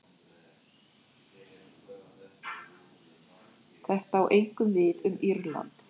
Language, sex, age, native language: Icelandic, female, 40-49, Icelandic